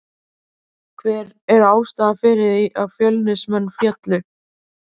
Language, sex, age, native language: Icelandic, female, 30-39, Icelandic